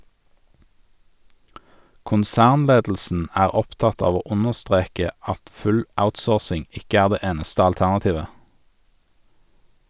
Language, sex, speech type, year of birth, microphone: Norwegian, male, read, 1985, Sennheiser